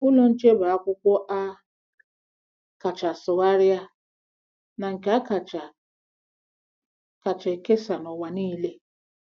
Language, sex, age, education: Igbo, female, 46-60, tertiary